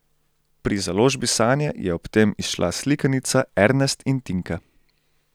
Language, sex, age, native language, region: Slovenian, male, 18-29, Slovenian, Central Slovenia